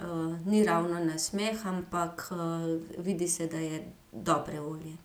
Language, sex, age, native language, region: Slovenian, female, 50-59, Slovenian, Gorenjska region